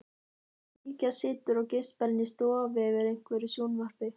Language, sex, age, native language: Icelandic, female, 14, Icelandic